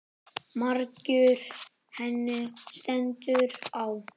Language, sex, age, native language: Icelandic, male, 10, Icelandic